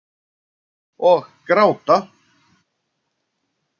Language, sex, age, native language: Icelandic, male, 60-69, Icelandic